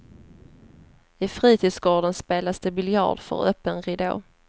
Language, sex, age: Swedish, female, 30